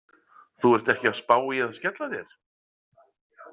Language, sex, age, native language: Icelandic, male, 50-59, Icelandic